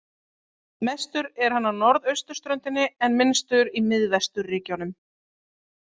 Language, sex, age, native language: Icelandic, female, 30-39, Icelandic